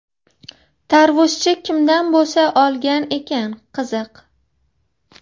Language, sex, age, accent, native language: Uzbek, female, 30-39, Farg'ona, Uzbek